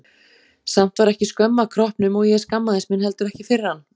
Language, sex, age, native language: Icelandic, female, 40-49, Icelandic